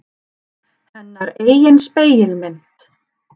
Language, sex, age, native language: Icelandic, female, 30-39, Icelandic